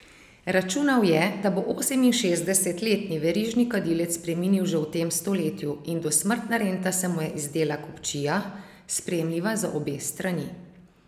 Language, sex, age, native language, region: Slovenian, female, 30-49, Slovenian, Savinja region